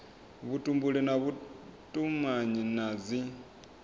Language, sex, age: Venda, male, 24